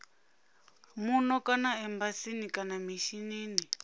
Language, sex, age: Venda, female, 26